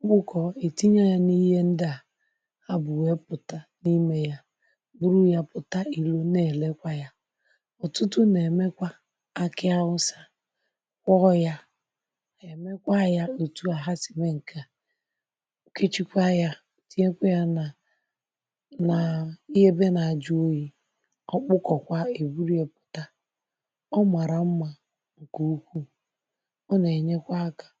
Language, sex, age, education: Igbo, female, 46-60, tertiary